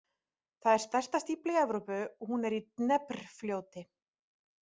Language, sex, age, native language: Icelandic, female, 30-39, Icelandic